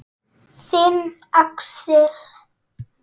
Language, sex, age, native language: Icelandic, female, 9, Icelandic